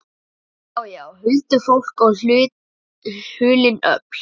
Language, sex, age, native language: Icelandic, male, 11, Icelandic